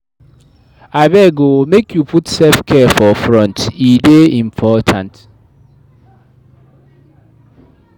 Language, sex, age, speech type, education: Nigerian Pidgin, male, 15-29, read, tertiary